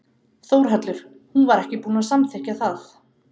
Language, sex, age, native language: Icelandic, female, 30-39, Icelandic